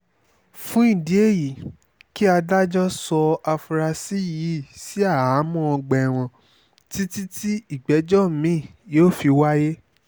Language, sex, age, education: Yoruba, male, 15-29, tertiary